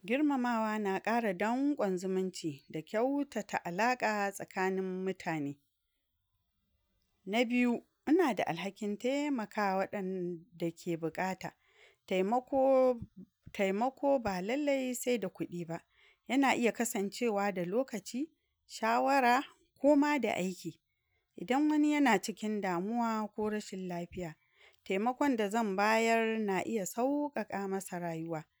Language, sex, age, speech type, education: Hausa, female, 46-60, spontaneous, tertiary